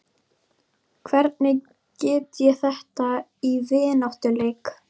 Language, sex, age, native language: Icelandic, female, 12, Icelandic